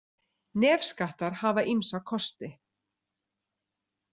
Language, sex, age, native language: Icelandic, female, 30-39, Icelandic